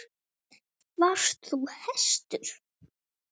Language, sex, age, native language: Icelandic, female, 8, Icelandic